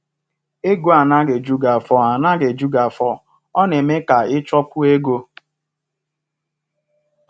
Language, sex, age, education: Igbo, male, 30-45, tertiary